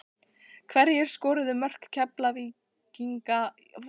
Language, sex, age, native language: Icelandic, female, 14, Icelandic